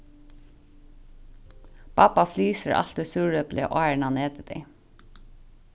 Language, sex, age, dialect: Faroese, female, 15-35, Sandoy